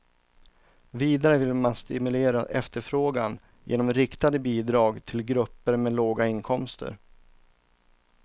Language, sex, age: Swedish, male, 39